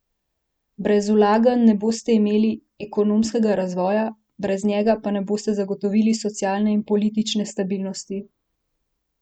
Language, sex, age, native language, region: Slovenian, female, 18-29, Slovenian, Central Slovenia